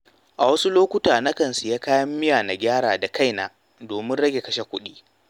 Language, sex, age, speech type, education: Hausa, male, 15-29, read, tertiary